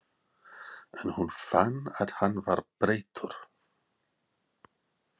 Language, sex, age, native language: Icelandic, male, 40-49, English